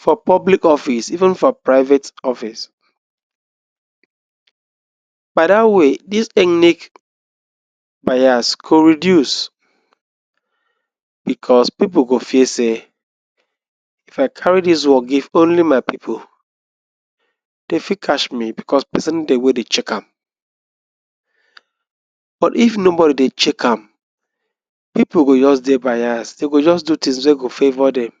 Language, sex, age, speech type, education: Nigerian Pidgin, male, 15-29, spontaneous, tertiary